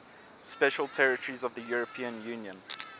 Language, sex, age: English, male, 24